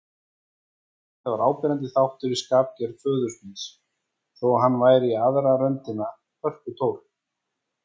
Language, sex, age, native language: Icelandic, male, 40-49, Icelandic